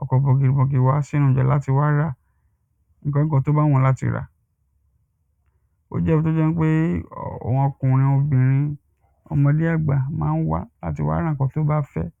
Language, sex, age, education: Yoruba, female, 15-29, primary